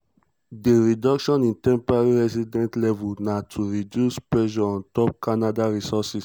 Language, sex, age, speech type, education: Nigerian Pidgin, male, 15-29, spontaneous, tertiary